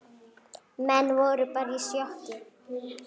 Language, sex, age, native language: Icelandic, female, 9, Icelandic